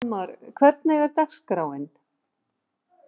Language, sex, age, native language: Icelandic, female, 50-59, Icelandic